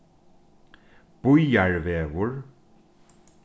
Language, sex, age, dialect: Faroese, male, 36-60, Norðurstreymoy/Eysturoy